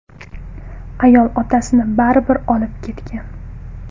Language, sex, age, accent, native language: Uzbek, female, 19-29, Farg'ona, Uzbek